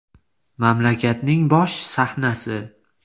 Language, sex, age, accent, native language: Uzbek, male, 18-24, Farg'ona, Uzbek